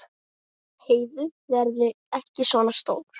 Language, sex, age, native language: Icelandic, male, 8, Icelandic